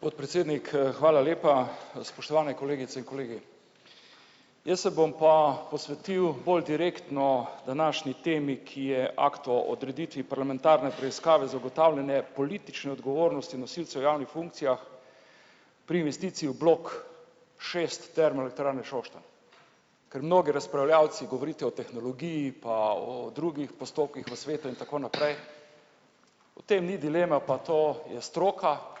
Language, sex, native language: Slovenian, male, Slovenian